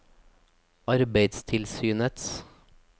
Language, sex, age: Norwegian, male, 24